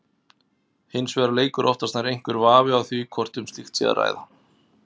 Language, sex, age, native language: Icelandic, male, 30-39, Icelandic